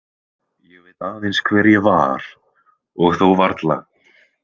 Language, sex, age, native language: Icelandic, male, 20-29, Icelandic